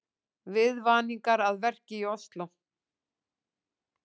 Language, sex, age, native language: Icelandic, female, 40-49, Icelandic